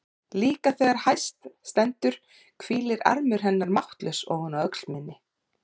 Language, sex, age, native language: Icelandic, female, 40-49, Icelandic